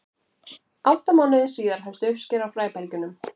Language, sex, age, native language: Icelandic, female, 20-29, Icelandic